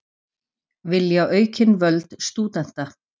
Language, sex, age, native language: Icelandic, female, 40-49, Icelandic